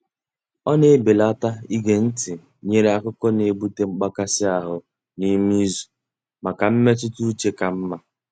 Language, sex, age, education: Igbo, male, 15-29, tertiary